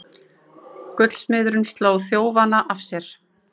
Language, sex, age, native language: Icelandic, female, 30-39, Icelandic